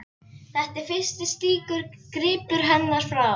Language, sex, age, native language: Icelandic, female, 11, Icelandic